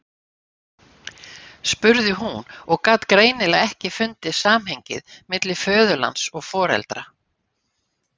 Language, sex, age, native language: Icelandic, female, 60-69, Icelandic